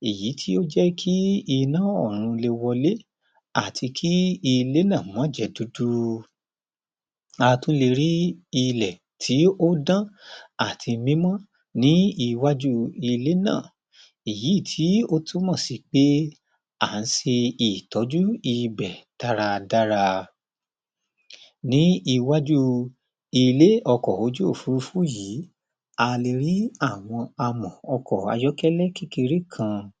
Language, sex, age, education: Yoruba, male, 30-45, tertiary